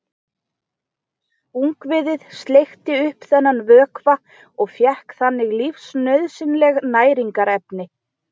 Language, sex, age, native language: Icelandic, female, 20-29, Icelandic